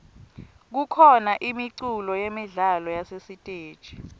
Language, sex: Swati, female